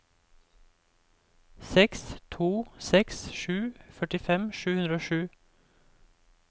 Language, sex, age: Norwegian, male, 28